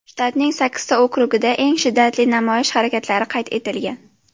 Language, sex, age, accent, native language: Uzbek, female, under 19, Jizzax, Uzbek